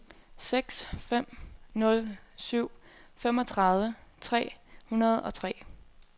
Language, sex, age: Danish, female, 24